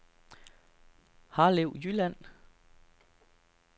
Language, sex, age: Danish, male, 33